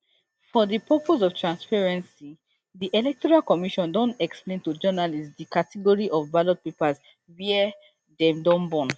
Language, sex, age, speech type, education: Nigerian Pidgin, female, 15-29, spontaneous, tertiary